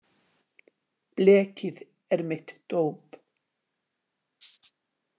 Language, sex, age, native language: Icelandic, female, 60-69, Icelandic